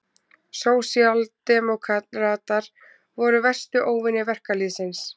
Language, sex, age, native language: Icelandic, female, 20-29, Icelandic